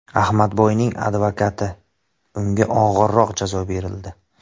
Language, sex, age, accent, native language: Uzbek, male, 25-34, Farg'ona, Uzbek